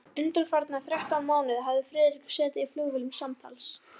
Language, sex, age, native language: Icelandic, female, 11, Icelandic